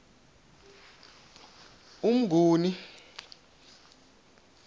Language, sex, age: South Ndebele, male, 22